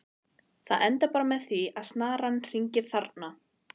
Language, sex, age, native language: Icelandic, female, 15, Icelandic